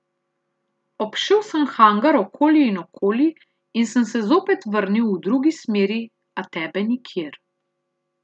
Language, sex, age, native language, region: Slovenian, female, 30-49, Slovenian, Central Slovenia